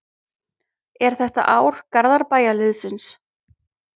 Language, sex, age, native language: Icelandic, female, 30-39, Icelandic